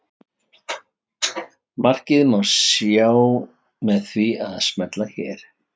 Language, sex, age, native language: Icelandic, male, 50-59, Icelandic